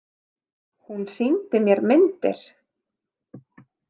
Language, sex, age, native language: Icelandic, female, 30-39, Icelandic